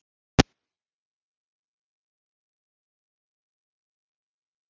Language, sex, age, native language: Icelandic, female, 50-59, Icelandic